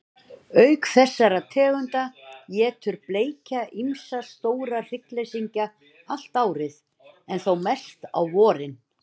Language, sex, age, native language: Icelandic, female, 60-69, Icelandic